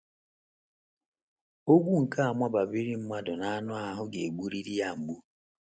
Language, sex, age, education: Igbo, male, 30-45, tertiary